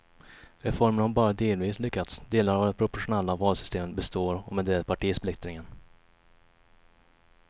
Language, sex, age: Swedish, male, 21